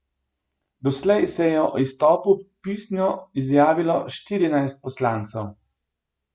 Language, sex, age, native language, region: Slovenian, male, 50-59, Slovenian, Gorenjska region